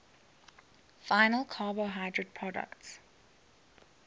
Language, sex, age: English, female, 21